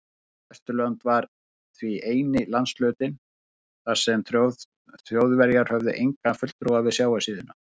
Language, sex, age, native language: Icelandic, male, 50-59, Icelandic